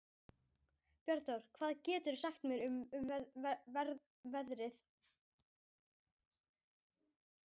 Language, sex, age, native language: Icelandic, female, 12, Icelandic